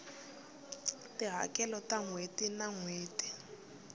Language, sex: Tsonga, female